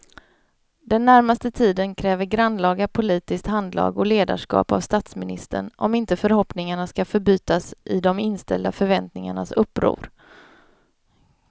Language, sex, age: Swedish, female, 31